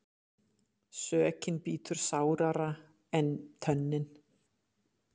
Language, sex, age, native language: Icelandic, female, 50-59, Icelandic